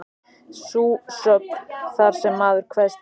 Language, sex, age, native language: Icelandic, male, 14, Icelandic